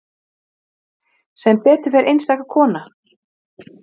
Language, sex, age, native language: Icelandic, female, 40-49, Icelandic